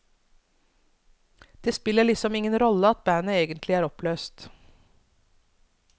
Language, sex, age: Norwegian, female, 42